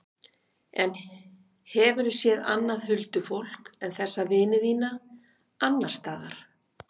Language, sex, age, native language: Icelandic, female, 50-59, Icelandic